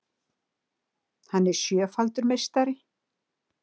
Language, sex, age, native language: Icelandic, female, 60-69, Icelandic